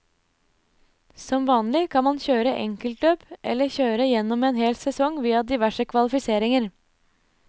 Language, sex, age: Norwegian, female, 24